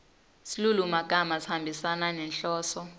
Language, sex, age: Swati, female, 19